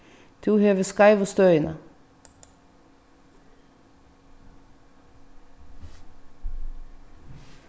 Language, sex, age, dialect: Faroese, female, 15-35, Vágar